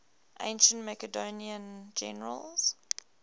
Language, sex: English, female